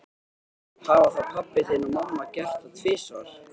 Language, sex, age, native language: Icelandic, male, 13, Icelandic